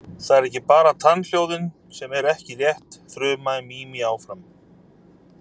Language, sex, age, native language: Icelandic, male, 30-39, Icelandic